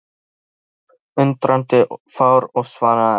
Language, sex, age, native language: Icelandic, male, 13, Icelandic